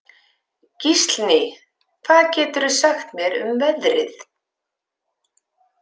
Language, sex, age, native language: Icelandic, female, 50-59, Icelandic